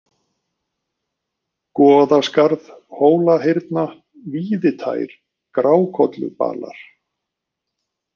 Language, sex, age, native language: Icelandic, male, 50-59, Icelandic